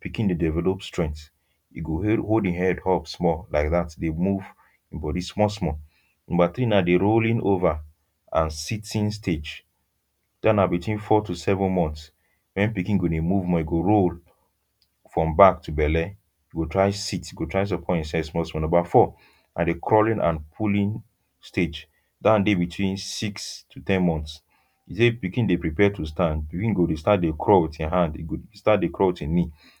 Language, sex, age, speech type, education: Nigerian Pidgin, male, 15-29, spontaneous, tertiary